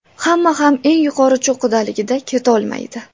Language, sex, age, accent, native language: Uzbek, female, 18-24, Toshkent viloyati, Uzbek